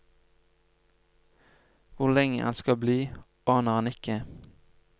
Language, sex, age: Norwegian, male, 25